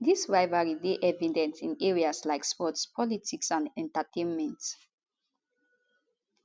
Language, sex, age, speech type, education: Nigerian Pidgin, female, 15-29, spontaneous, tertiary